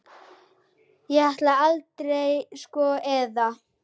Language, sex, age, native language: Icelandic, female, 6, Icelandic